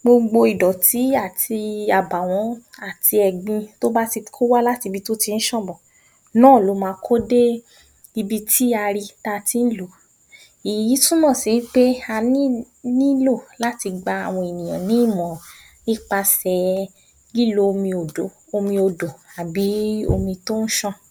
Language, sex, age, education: Yoruba, female, 46-60, tertiary